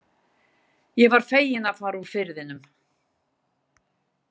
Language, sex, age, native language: Icelandic, female, 60-69, Icelandic